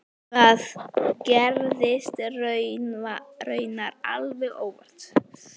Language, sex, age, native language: Icelandic, female, 9, Icelandic